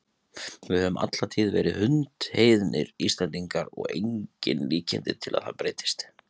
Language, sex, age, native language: Icelandic, male, 30-39, Icelandic